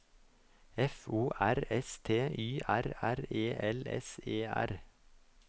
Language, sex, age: Norwegian, male, 24